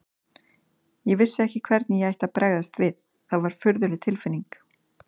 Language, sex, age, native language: Icelandic, female, 30-39, Icelandic